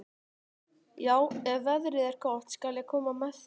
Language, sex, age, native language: Icelandic, male, 12, Icelandic